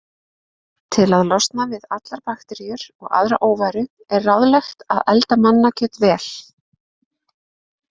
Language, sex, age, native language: Icelandic, female, 20-29, Icelandic